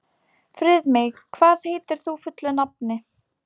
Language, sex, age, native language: Icelandic, female, 18-19, Polish